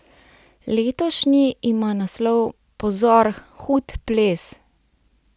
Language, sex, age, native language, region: Slovenian, female, 30-49, Slovenian, Central Slovenia